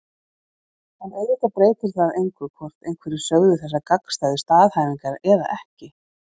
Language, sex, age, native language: Icelandic, female, 40-49, Icelandic